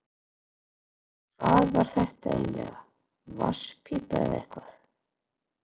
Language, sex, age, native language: Icelandic, female, 40-49, Icelandic